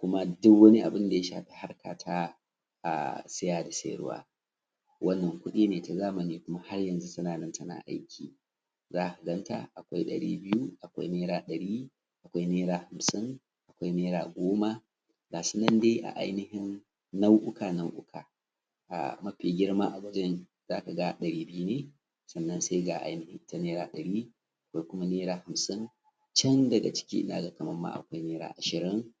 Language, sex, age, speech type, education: Hausa, male, 30-45, spontaneous, tertiary